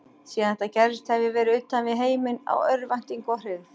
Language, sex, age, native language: Icelandic, female, 40-49, Icelandic